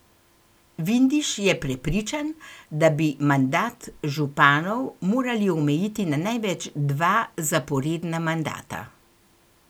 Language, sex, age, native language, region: Slovenian, female, 60+, Slovenian, Gorenjska region